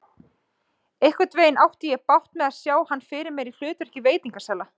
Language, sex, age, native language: Icelandic, female, 20-29, Icelandic